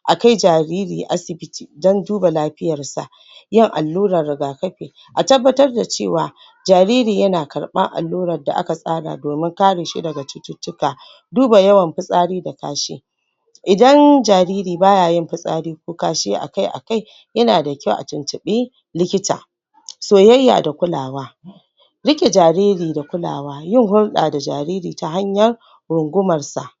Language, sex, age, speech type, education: Hausa, female, 15-29, spontaneous, tertiary